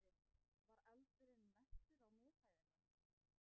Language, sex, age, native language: Icelandic, female, 20-29, Icelandic